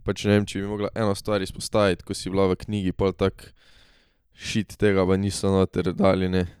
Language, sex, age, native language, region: Slovenian, male, 18-29, Slovenian, Drava region